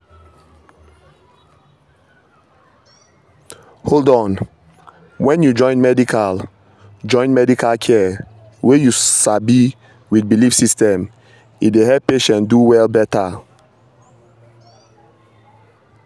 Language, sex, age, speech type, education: Nigerian Pidgin, male, 30-45, spontaneous, tertiary